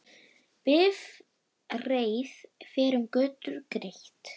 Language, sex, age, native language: Icelandic, female, 9, Icelandic